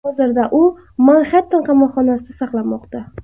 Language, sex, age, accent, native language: Uzbek, female, 25-34, Buxoro, Uzbek